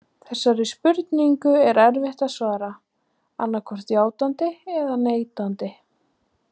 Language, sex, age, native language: Icelandic, female, 20-29, Icelandic